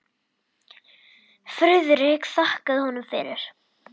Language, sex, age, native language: Icelandic, male, 10, Icelandic